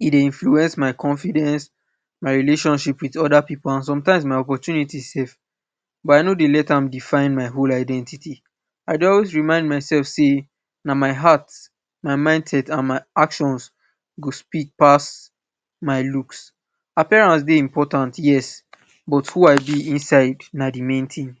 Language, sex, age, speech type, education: Nigerian Pidgin, male, 15-29, spontaneous, tertiary